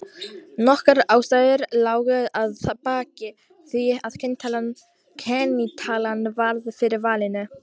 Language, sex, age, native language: Icelandic, female, 18-19, Icelandic